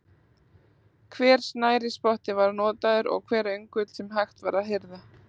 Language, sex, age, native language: Icelandic, female, 30-39, Icelandic